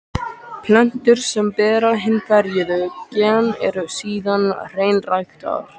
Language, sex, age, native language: Icelandic, male, 13, Icelandic